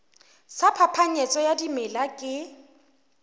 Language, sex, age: Southern Sotho, female, 23